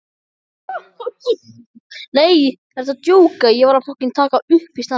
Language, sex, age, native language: Icelandic, male, 14, Icelandic